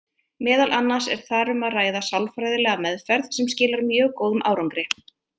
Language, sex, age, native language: Icelandic, female, 30-39, Icelandic